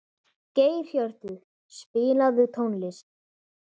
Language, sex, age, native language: Icelandic, male, 11, Icelandic